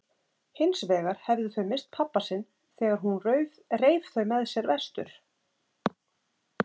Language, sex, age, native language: Icelandic, female, 30-39, Icelandic